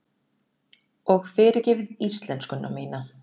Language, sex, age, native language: Icelandic, female, 30-39, Icelandic